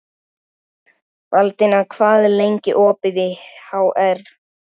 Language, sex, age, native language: Icelandic, male, 13, Icelandic